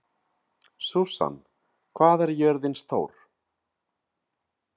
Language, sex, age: Icelandic, male, 30-39